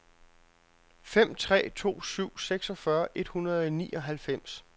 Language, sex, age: Danish, male, 42